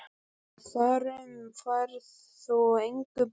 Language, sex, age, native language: Icelandic, female, 12, Icelandic